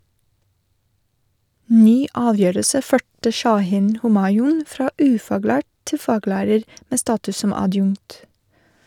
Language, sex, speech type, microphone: Norwegian, female, read, Shure